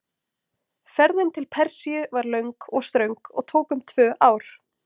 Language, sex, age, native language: Icelandic, female, 20-29, Icelandic